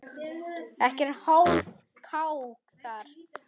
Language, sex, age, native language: Icelandic, male, 9, Icelandic